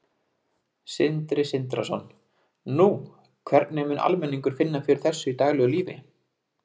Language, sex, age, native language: Icelandic, male, 20-29, Icelandic